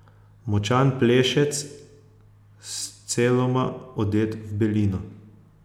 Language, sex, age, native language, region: Slovenian, male, 30-49, Slovenian, Posavska region